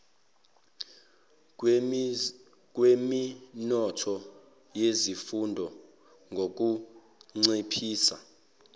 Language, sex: Zulu, male